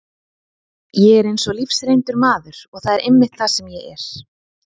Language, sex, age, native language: Icelandic, female, 30-39, Icelandic